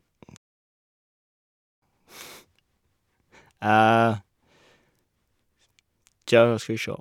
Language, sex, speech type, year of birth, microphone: Norwegian, male, spontaneous, 1981, Shure